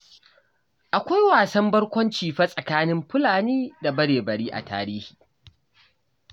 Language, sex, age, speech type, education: Hausa, male, 15-29, read, tertiary